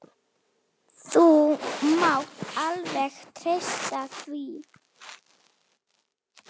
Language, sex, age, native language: Icelandic, female, 8, Slovak